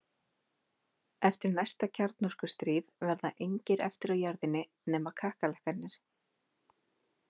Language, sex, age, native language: Icelandic, female, 30-39, Icelandic